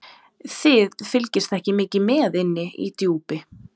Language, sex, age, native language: Icelandic, female, 20-29, Serbo-Croatian